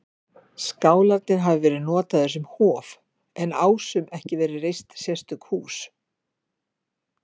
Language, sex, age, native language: Icelandic, female, 50-59, Icelandic